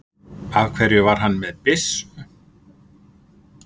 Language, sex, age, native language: Icelandic, male, 50-59, Icelandic